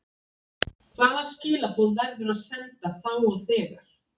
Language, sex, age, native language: Icelandic, female, 40-49, Icelandic